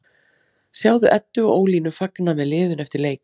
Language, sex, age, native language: Icelandic, female, 40-49, Icelandic